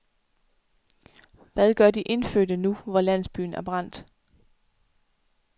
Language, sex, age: Danish, female, 24